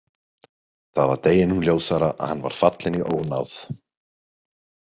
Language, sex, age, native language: Icelandic, male, 30-39, Icelandic